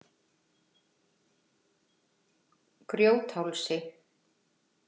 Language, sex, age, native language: Icelandic, female, 50-59, Icelandic